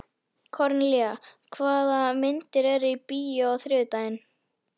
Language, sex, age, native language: Icelandic, female, 11, Icelandic